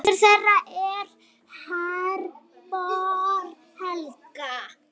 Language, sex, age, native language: Icelandic, female, 9, Icelandic